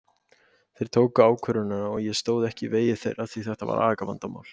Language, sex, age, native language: Icelandic, male, 18-19, Icelandic